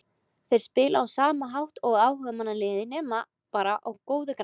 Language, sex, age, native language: Icelandic, female, 20-29, Icelandic